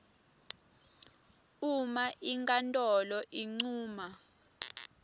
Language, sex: Swati, female